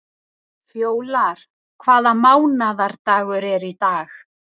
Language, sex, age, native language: Icelandic, female, 30-39, Icelandic